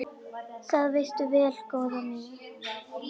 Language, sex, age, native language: Icelandic, female, 10, Icelandic